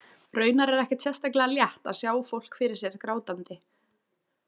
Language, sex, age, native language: Icelandic, female, 20-29, Icelandic